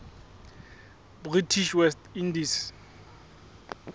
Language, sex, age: Southern Sotho, male, 21